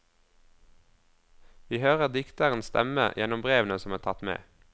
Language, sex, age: Norwegian, male, 22